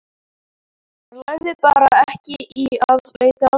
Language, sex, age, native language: Icelandic, male, 14, Icelandic